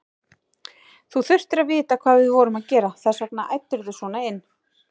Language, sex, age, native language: Icelandic, female, 18-19, Icelandic